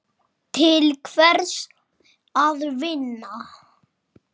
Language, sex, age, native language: Icelandic, male, 6, Icelandic